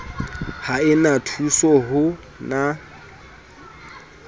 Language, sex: Southern Sotho, male